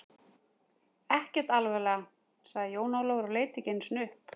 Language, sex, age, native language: Icelandic, female, 40-49, Icelandic